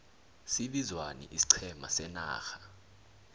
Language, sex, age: South Ndebele, male, 21